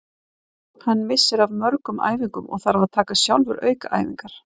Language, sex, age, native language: Icelandic, female, 40-49, Icelandic